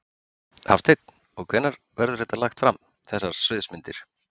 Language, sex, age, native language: Icelandic, male, 50-59, Icelandic